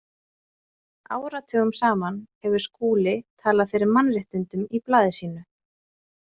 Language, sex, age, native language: Icelandic, female, 20-29, Icelandic